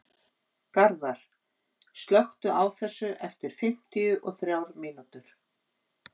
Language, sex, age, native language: Icelandic, female, 50-59, Icelandic